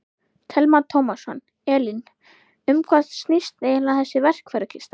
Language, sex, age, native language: Icelandic, female, 11, Icelandic